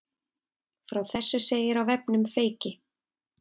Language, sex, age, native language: Icelandic, female, 30-39, Icelandic